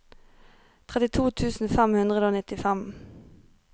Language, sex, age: Norwegian, female, 23